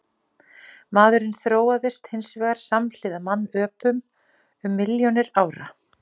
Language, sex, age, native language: Icelandic, female, 40-49, Icelandic